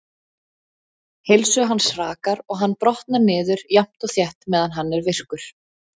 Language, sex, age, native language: Icelandic, female, 20-29, Icelandic